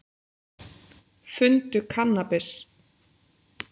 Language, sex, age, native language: Icelandic, female, 30-39, Icelandic